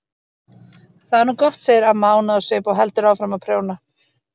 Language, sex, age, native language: Icelandic, female, 30-39, Icelandic